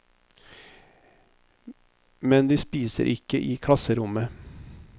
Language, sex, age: Norwegian, male, 50